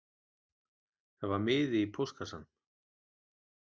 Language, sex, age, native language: Icelandic, male, 40-49, Icelandic